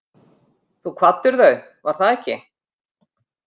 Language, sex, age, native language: Icelandic, female, 50-59, Icelandic